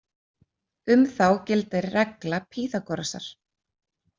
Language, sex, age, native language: Icelandic, female, 30-39, Icelandic